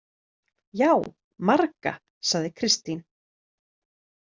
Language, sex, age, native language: Icelandic, female, 30-39, Icelandic